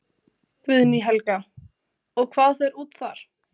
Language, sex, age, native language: Icelandic, female, 20-29, Icelandic